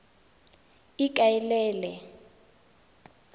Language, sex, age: Tswana, female, 19